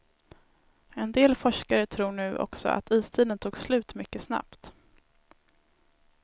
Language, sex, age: Swedish, female, 19